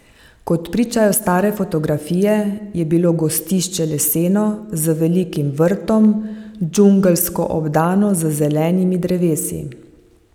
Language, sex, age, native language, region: Slovenian, female, 50-59, Slovenian, Savinja region